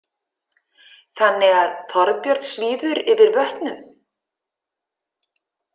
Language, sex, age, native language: Icelandic, female, 50-59, Icelandic